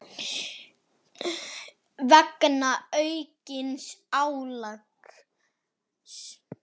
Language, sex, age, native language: Icelandic, male, 9, Icelandic